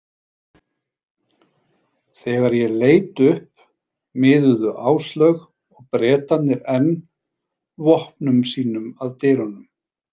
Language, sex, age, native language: Icelandic, male, 40-49, Icelandic